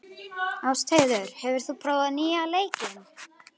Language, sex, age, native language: Icelandic, female, 11, Icelandic